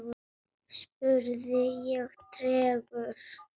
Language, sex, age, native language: Icelandic, female, 7, Icelandic